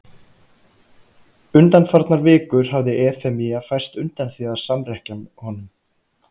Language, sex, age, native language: Icelandic, male, 30-39, Icelandic